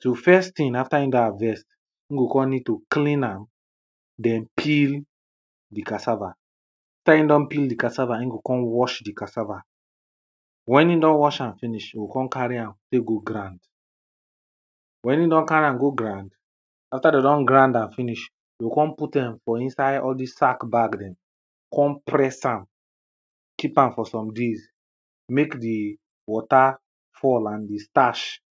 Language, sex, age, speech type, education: Nigerian Pidgin, male, 15-29, spontaneous, primary